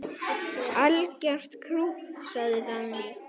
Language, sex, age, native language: Icelandic, male, 9, Icelandic